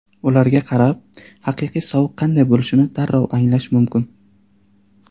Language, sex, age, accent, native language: Uzbek, male, 19-29, Surxondaryo, Uzbek